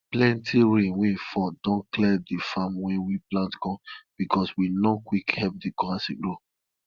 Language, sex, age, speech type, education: Nigerian Pidgin, male, 30-45, spontaneous, tertiary